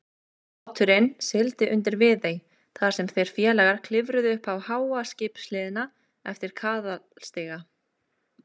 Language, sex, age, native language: Icelandic, female, 20-29, Icelandic